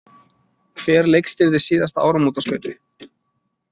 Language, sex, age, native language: Icelandic, male, 20-29, Icelandic